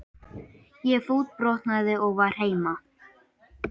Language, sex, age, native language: Icelandic, male, 18-19, Icelandic